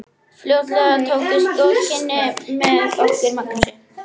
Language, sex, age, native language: Icelandic, male, 11, Icelandic